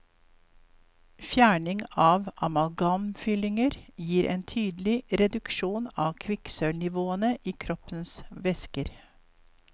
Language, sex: Norwegian, female